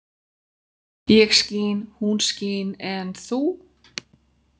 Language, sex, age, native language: Icelandic, female, 40-49, Icelandic